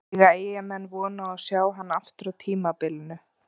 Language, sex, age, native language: Icelandic, female, 30-39, Icelandic